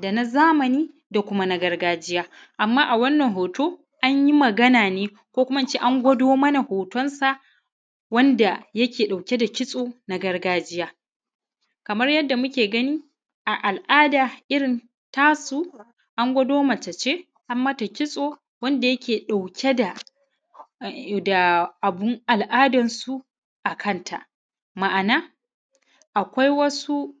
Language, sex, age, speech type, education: Hausa, male, 15-29, spontaneous, primary